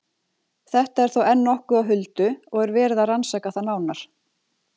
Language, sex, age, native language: Icelandic, female, 40-49, Icelandic